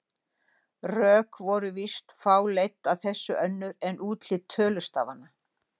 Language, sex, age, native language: Icelandic, female, 60-69, Icelandic